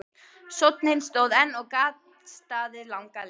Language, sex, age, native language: Icelandic, female, 12, Icelandic